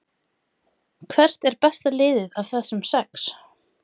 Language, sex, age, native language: Icelandic, female, 30-39, Icelandic